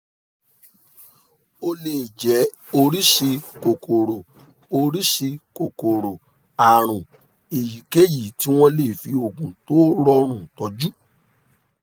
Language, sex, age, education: Yoruba, male, 30-45, tertiary